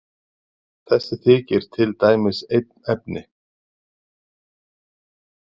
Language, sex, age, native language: Icelandic, male, 40-49, Icelandic